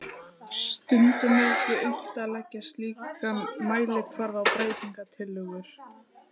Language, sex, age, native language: Icelandic, female, 15, Icelandic